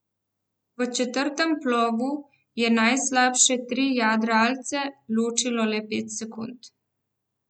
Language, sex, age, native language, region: Slovenian, female, 18-29, Slovenian, Central Slovenia